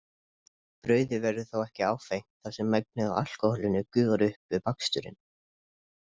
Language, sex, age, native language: Icelandic, male, 20-29, Icelandic